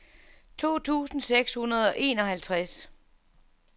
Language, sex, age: Danish, female, 47